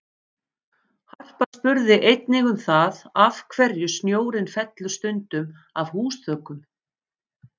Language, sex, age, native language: Icelandic, female, 50-59, Icelandic